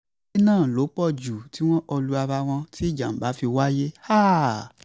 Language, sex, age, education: Yoruba, male, 15-29, tertiary